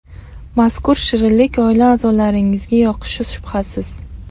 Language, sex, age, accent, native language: Uzbek, female, 35+, Qashqadaryo, Uzbek